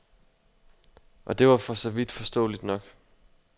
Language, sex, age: Danish, male, 25